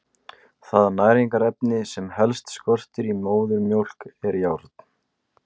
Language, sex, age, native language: Icelandic, male, 20-29, Icelandic